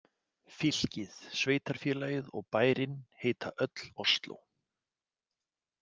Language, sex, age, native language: Icelandic, male, 40-49, Icelandic